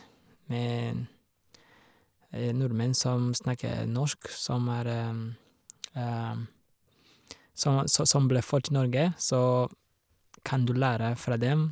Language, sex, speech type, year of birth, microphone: Norwegian, male, spontaneous, 1986, Shure